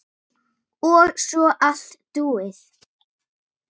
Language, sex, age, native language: Icelandic, female, 8, Icelandic